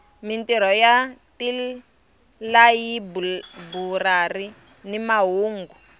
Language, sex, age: Tsonga, female, 23